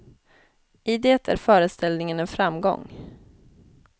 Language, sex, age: Swedish, female, 20